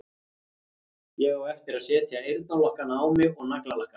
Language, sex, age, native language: Icelandic, male, 40-49, Icelandic